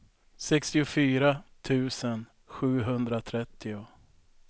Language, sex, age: Swedish, male, 42